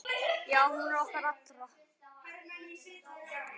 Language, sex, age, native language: Icelandic, male, 9, Icelandic